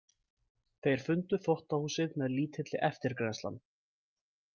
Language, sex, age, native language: Icelandic, male, 20-29, Icelandic